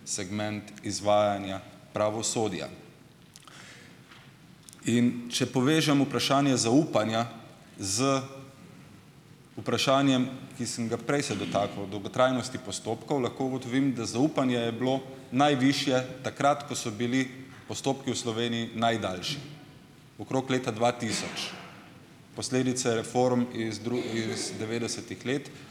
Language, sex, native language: Slovenian, male, Slovenian